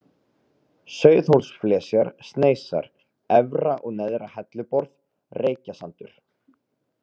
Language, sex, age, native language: Icelandic, male, 30-39, Icelandic